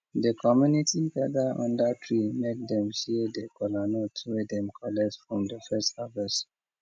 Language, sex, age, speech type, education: Nigerian Pidgin, male, 30-45, spontaneous, tertiary